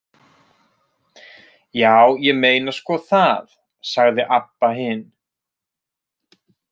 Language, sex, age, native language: Icelandic, male, 30-39, Icelandic